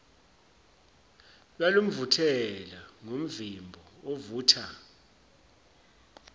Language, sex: Zulu, male